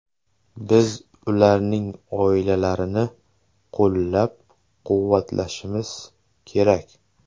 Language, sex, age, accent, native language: Uzbek, male, 25-34, Samarqand, Uzbek